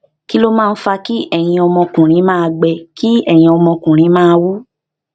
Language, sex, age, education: Yoruba, female, 15-29, tertiary